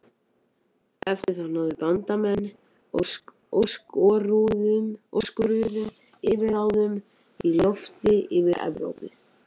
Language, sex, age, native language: Icelandic, male, 18-19, Icelandic